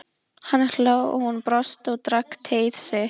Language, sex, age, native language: Icelandic, female, 11, Icelandic